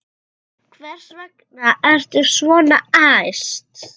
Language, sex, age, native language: Icelandic, female, 8, Icelandic